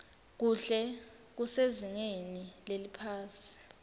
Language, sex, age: Swati, female, 19